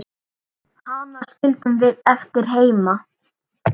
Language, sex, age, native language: Icelandic, male, 9, Icelandic